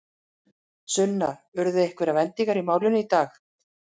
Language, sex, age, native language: Icelandic, female, 40-49, Icelandic